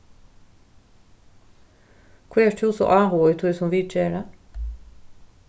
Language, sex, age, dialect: Faroese, female, 36-60, Norðurstreymoy/Eysturoy